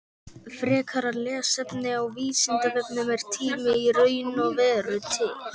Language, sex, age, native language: Icelandic, male, 18-19, Icelandic